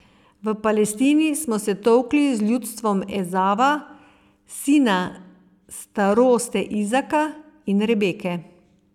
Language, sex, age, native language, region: Slovenian, female, 50-59, Slovenian, Savinja region